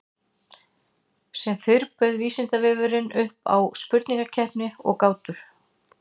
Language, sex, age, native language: Icelandic, female, 60-69, Icelandic